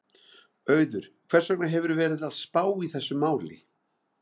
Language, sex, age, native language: Icelandic, male, 50-59, Icelandic